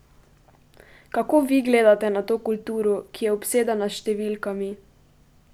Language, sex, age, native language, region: Slovenian, female, 12-17, Slovenian, Pomurje region